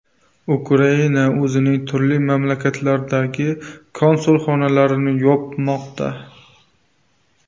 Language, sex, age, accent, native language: Uzbek, male, 18-24, Navoiy, Uzbek